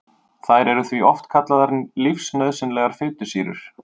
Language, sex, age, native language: Icelandic, male, 30-39, Icelandic